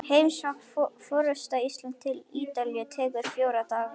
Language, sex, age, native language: Icelandic, female, 11, Icelandic